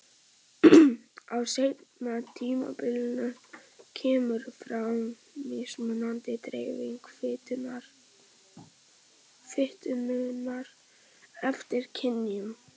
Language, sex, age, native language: Icelandic, male, 18-19, Icelandic